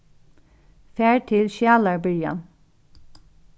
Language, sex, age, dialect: Faroese, female, 36-60, Norðuroyggjar